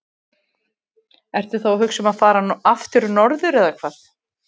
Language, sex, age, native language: Icelandic, female, 20-29, Icelandic